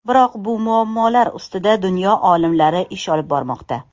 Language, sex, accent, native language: Uzbek, female, Toshkent shahri, Uzbek